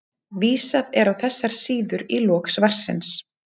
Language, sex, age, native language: Icelandic, female, 30-39, Icelandic